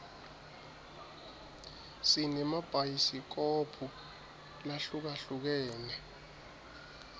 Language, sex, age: Swati, male, 23